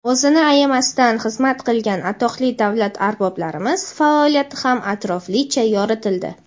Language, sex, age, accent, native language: Uzbek, female, 18-24, Jizzax, Uzbek